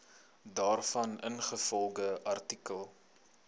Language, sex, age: Afrikaans, male, 21